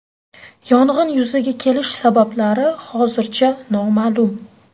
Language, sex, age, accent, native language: Uzbek, female, 18-24, Toshkent shahri, Uzbek